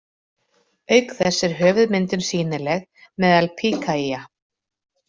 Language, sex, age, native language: Icelandic, female, 40-49, Icelandic